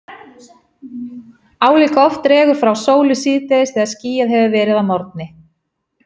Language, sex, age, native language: Icelandic, female, 50-59, Icelandic